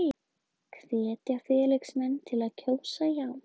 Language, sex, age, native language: Icelandic, female, 20-29, Icelandic